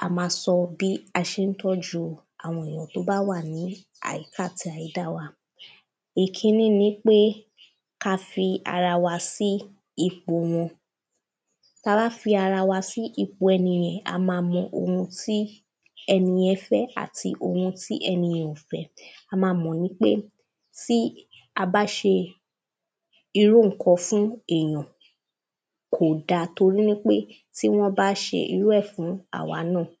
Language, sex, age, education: Yoruba, female, 15-29, primary